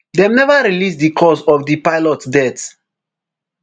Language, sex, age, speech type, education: Nigerian Pidgin, male, 15-29, spontaneous, tertiary